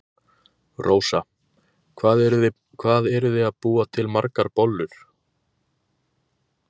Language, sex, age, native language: Icelandic, male, 20-29, Icelandic